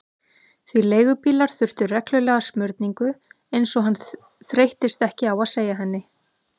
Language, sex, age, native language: Icelandic, female, 30-39, Icelandic